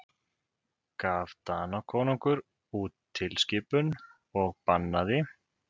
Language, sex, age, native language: Icelandic, male, 30-39, Icelandic